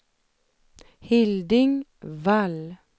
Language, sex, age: Swedish, female, 32